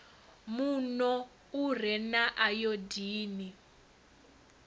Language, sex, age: Venda, female, 22